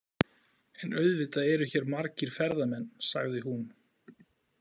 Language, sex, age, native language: Icelandic, male, 40-49, Icelandic